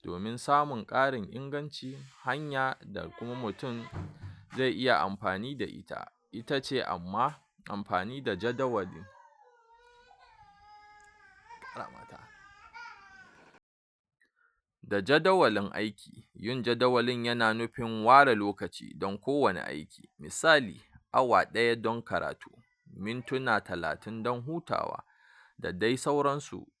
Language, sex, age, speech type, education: Hausa, male, 46-60, spontaneous, tertiary